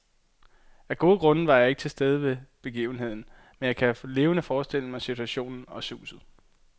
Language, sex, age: Danish, male, 22